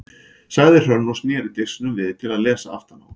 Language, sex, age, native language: Icelandic, male, 40-49, Icelandic